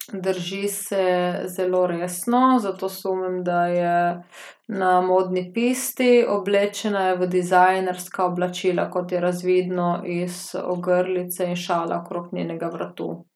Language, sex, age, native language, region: Slovenian, female, 18-29, Slovenian, Gorica region